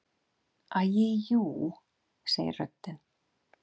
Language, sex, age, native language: Icelandic, female, 8, Icelandic